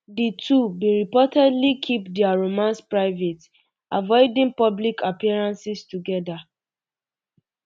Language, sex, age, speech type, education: Nigerian Pidgin, female, 15-29, spontaneous, secondary